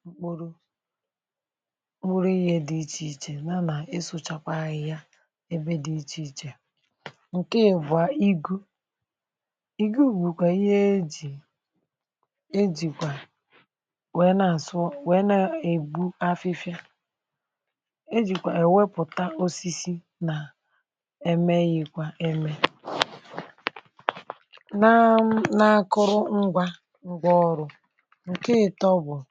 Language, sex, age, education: Igbo, male, 30-45, tertiary